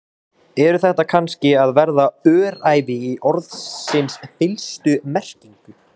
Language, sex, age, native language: Icelandic, male, 20-29, Icelandic